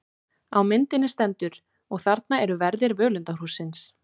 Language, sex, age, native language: Icelandic, female, 18-19, Icelandic